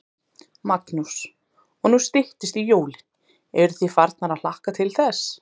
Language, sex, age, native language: Icelandic, female, 30-39, Icelandic